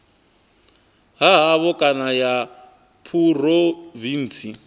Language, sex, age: Venda, male, 23